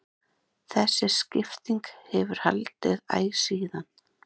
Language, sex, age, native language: Icelandic, other, 30-39, Icelandic